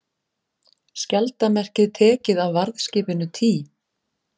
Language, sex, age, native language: Icelandic, female, 40-49, Icelandic